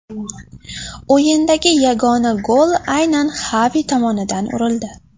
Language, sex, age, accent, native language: Uzbek, female, 12-17, Farg'ona, Uzbek